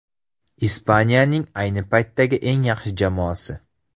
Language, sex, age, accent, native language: Uzbek, male, 18-24, Surxondaryo, Uzbek